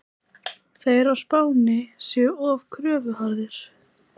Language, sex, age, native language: Icelandic, female, 18-19, Icelandic